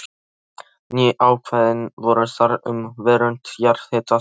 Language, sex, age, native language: Icelandic, male, 13, Polish